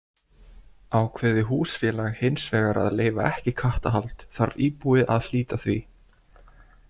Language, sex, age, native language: Icelandic, male, 20-29, Icelandic